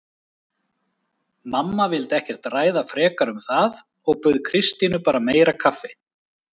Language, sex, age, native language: Icelandic, male, 30-39, Icelandic